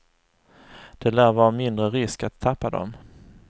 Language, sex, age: Swedish, male, 35